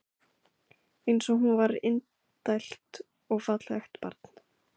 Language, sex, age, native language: Icelandic, female, 15, Icelandic